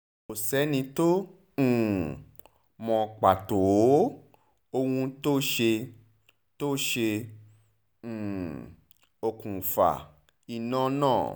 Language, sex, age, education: Yoruba, male, 30-45, tertiary